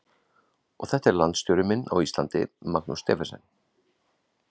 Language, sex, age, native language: Icelandic, male, 40-49, Icelandic